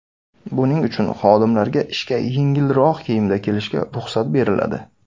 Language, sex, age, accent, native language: Uzbek, male, 19-29, Samarqand, Uzbek